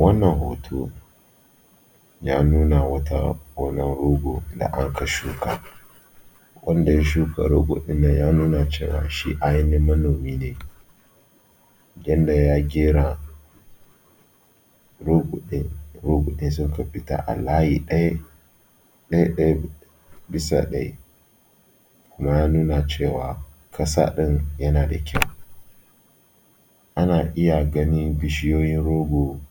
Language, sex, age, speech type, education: Hausa, male, 30-45, spontaneous, tertiary